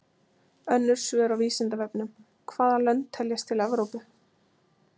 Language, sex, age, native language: Icelandic, female, 20-29, Icelandic